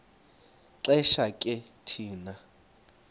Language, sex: Xhosa, male